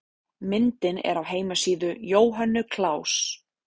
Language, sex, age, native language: Icelandic, female, 30-39, Icelandic